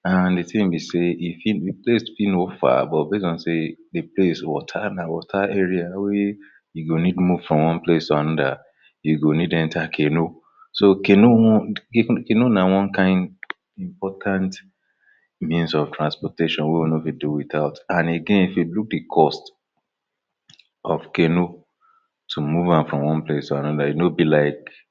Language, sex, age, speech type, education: Nigerian Pidgin, male, 30-45, spontaneous, tertiary